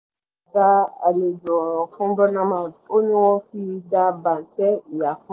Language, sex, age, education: Yoruba, female, 15-29, secondary